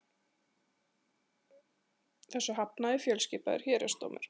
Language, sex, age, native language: Icelandic, male, 40-49, Icelandic